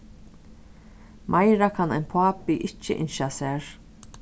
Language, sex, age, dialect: Faroese, female, 36-60, Suðurstreymoy